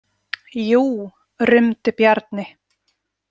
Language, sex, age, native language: Icelandic, female, 40-49, Icelandic